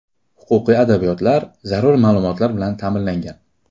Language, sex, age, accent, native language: Uzbek, male, 18-24, Qashqadaryo, Uzbek